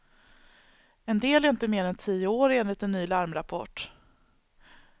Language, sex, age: Swedish, female, 39